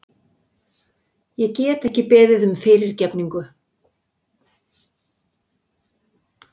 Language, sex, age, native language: Icelandic, female, 60-69, Icelandic